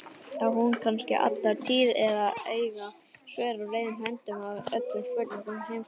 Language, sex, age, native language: Icelandic, male, 18-19, Icelandic